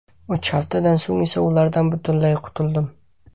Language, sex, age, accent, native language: Uzbek, male, 18-24, Samarqand, Uzbek